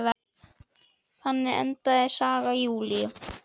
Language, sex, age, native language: Icelandic, male, 10, Icelandic